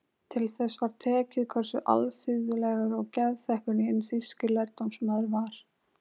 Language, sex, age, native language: Icelandic, female, 20-29, Icelandic